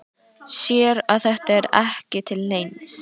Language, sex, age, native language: Icelandic, female, 13, Icelandic